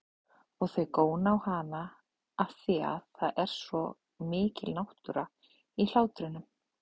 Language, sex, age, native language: Icelandic, female, 30-39, Icelandic